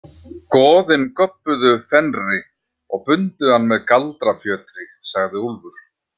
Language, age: Icelandic, 50-59